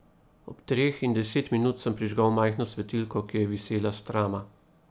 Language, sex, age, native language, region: Slovenian, male, 30-49, Slovenian, Primorsko-notranjska region